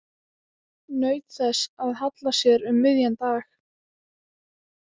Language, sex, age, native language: Icelandic, female, 18-19, Icelandic